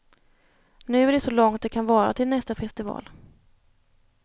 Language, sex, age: Swedish, female, 30